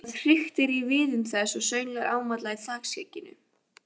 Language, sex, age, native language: Icelandic, female, 14, Icelandic